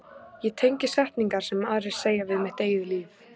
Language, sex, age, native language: Icelandic, female, 14, Icelandic